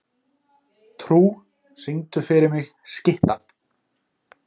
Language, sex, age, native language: Icelandic, male, 30-39, Icelandic